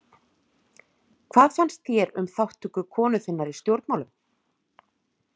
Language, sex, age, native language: Icelandic, female, 40-49, Icelandic